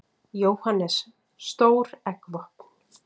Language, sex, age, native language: Icelandic, female, 40-49, Icelandic